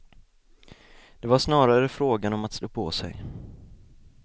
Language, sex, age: Swedish, male, 20